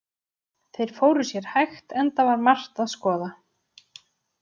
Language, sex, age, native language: Icelandic, female, 30-39, Icelandic